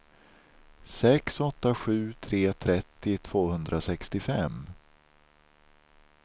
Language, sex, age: Swedish, male, 43